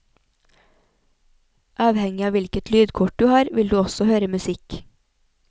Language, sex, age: Norwegian, female, 28